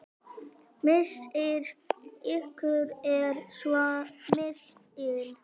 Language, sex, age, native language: Icelandic, female, 9, Icelandic